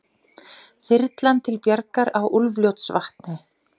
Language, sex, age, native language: Icelandic, female, 40-49, Icelandic